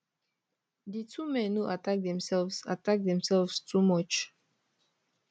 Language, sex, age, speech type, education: Nigerian Pidgin, female, 15-29, spontaneous, tertiary